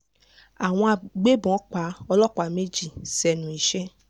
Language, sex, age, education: Yoruba, female, 15-29, tertiary